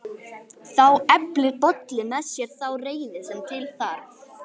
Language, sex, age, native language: Icelandic, female, 18-19, Icelandic